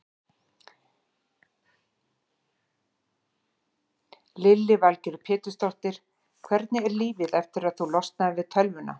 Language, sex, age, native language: Icelandic, female, 40-49, Icelandic